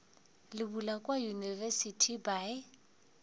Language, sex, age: Northern Sotho, female, 22